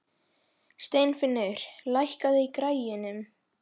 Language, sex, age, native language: Icelandic, female, 11, Polish